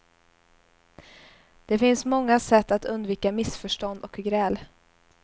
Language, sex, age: Swedish, female, 21